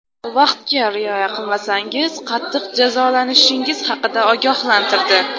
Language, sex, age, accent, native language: Uzbek, female, under 19, Xorazm, Uzbek